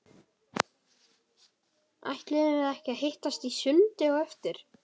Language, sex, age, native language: Icelandic, male, 12, Icelandic